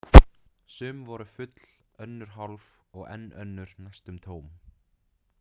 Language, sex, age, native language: Icelandic, male, 20-29, Vietnamese